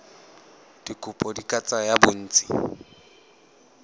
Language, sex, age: Tswana, male, 18